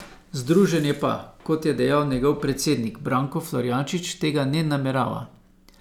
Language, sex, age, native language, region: Slovenian, male, 50-59, Slovenian, Savinja region